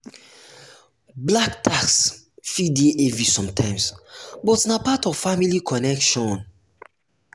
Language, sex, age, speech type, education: Nigerian Pidgin, male, 15-29, spontaneous, tertiary